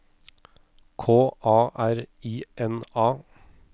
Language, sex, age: Norwegian, male, 34